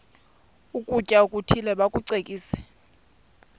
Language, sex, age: Xhosa, female, 28